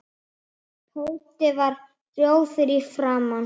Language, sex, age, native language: Icelandic, male, 8, Icelandic